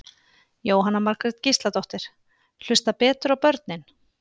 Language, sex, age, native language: Icelandic, female, 50-59, Icelandic